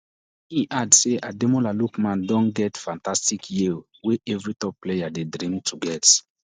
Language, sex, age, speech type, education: Nigerian Pidgin, male, 15-29, spontaneous, tertiary